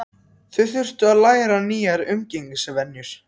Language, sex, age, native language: Icelandic, other, 14, Icelandic